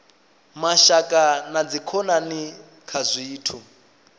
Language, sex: Venda, male